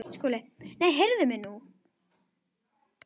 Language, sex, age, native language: Icelandic, female, 10, Icelandic